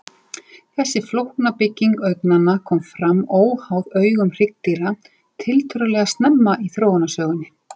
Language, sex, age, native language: Icelandic, female, 40-49, Icelandic